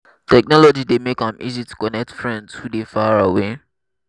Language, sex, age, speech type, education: Nigerian Pidgin, male, 15-29, spontaneous, tertiary